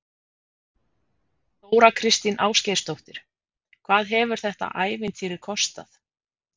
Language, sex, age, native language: Icelandic, female, 50-59, Icelandic